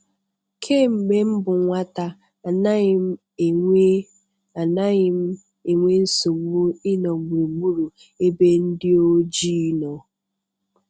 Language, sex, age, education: Igbo, female, 30-45, tertiary